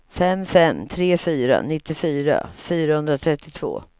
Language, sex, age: Swedish, female, 55